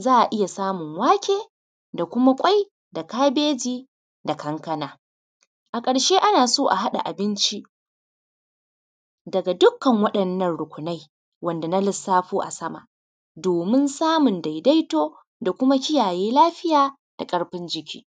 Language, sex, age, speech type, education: Hausa, female, 30-45, spontaneous, primary